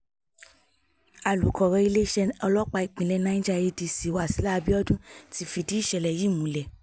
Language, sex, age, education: Yoruba, female, 15-29, tertiary